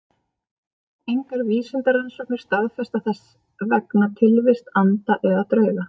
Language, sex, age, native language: Icelandic, female, 30-39, Icelandic